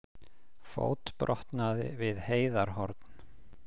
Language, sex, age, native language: Icelandic, male, 50-59, Icelandic